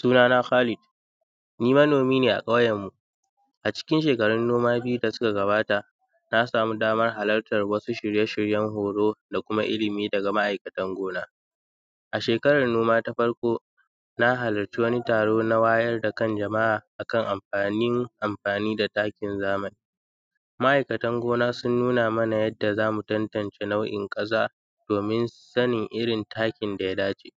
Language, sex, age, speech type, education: Hausa, male, 15-29, spontaneous, secondary